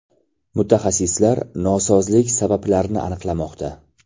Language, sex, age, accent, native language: Uzbek, male, 18-24, Toshkent shahri, Uzbek